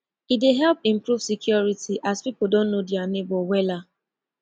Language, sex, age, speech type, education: Nigerian Pidgin, female, 15-29, spontaneous, tertiary